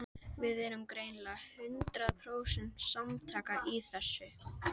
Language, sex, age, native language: Icelandic, female, 11, Icelandic